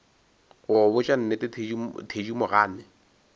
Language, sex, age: Northern Sotho, male, 22